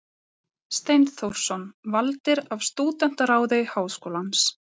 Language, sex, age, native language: Icelandic, female, 30-39, Icelandic